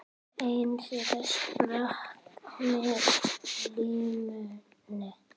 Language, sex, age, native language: Icelandic, female, 8, Icelandic